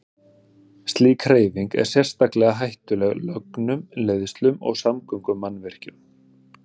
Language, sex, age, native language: Icelandic, male, 30-39, Icelandic